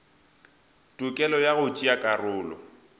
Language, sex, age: Northern Sotho, male, 20